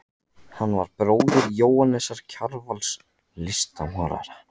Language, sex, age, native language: Icelandic, male, 14, Icelandic